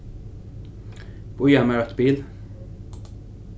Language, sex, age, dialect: Faroese, male, 15-35, Norðurstreymoy/Eysturoy